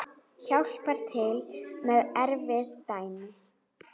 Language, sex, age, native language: Icelandic, female, 9, Icelandic